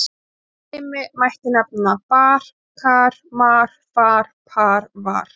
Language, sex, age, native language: Icelandic, female, 20-29, Icelandic